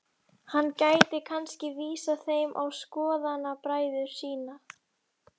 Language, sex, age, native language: Icelandic, female, 11, Icelandic